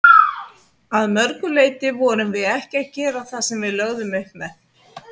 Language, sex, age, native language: Icelandic, female, 50-59, Icelandic